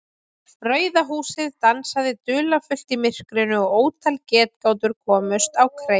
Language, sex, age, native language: Icelandic, female, 20-29, Icelandic